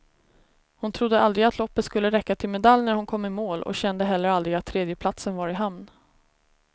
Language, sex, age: Swedish, female, 33